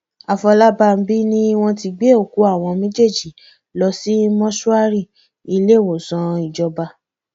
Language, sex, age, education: Yoruba, female, 15-29, tertiary